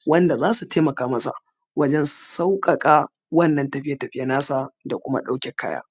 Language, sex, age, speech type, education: Hausa, male, 30-45, spontaneous, tertiary